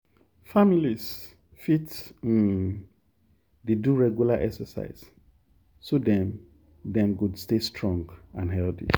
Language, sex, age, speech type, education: Nigerian Pidgin, male, 30-45, spontaneous, tertiary